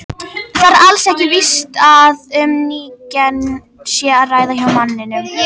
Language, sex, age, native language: Icelandic, female, 18-19, Icelandic